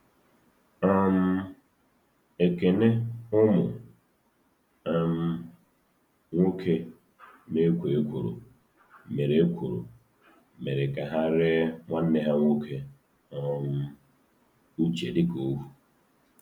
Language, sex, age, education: Igbo, male, 30-45, tertiary